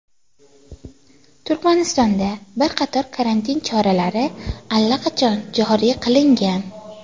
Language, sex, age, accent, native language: Uzbek, female, 18-24, Toshkent viloyati, Uzbek